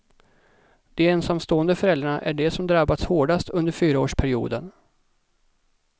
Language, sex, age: Swedish, male, 37